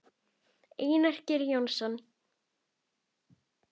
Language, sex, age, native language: Icelandic, female, 10, Icelandic